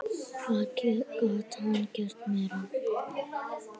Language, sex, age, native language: Icelandic, female, 9, Icelandic